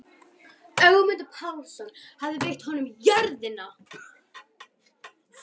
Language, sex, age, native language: Icelandic, female, 11, Icelandic